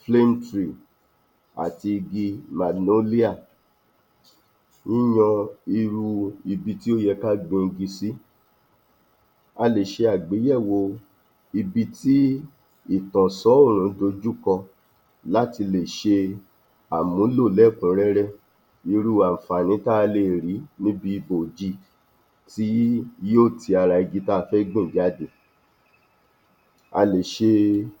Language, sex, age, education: Yoruba, male, 46-60, tertiary